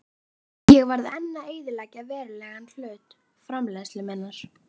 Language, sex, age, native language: Icelandic, female, 11, Icelandic